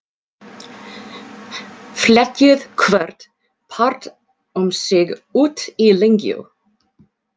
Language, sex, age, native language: Icelandic, female, 40-49, English